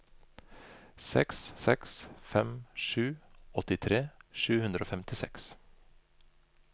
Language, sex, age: Norwegian, male, 25